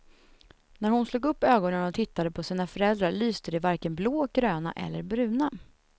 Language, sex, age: Swedish, female, 21